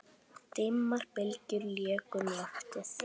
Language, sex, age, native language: Icelandic, female, 10, Icelandic